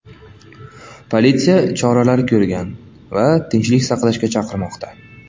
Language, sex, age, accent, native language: Uzbek, male, 19-29, Andijon, Uzbek